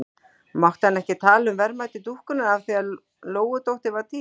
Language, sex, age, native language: Icelandic, female, 40-49, Icelandic